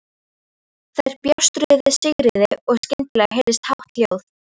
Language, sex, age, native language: Icelandic, female, 13, Icelandic